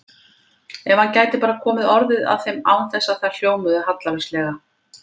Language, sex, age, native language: Icelandic, female, 50-59, Icelandic